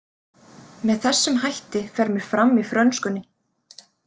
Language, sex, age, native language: Icelandic, female, 30-39, Icelandic